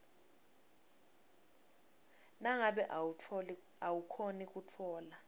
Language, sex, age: Swati, female, 21